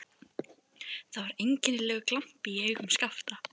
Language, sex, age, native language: Icelandic, female, 11, Icelandic